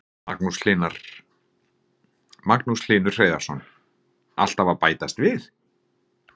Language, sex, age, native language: Icelandic, male, 40-49, Icelandic